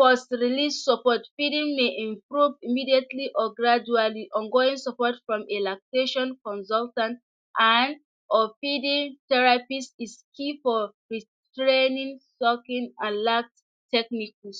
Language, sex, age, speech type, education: Hausa, female, 46-60, spontaneous, tertiary